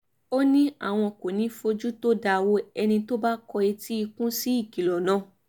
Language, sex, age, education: Yoruba, female, 15-29, tertiary